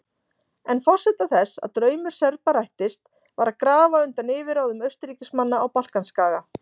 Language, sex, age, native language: Icelandic, female, 40-49, Icelandic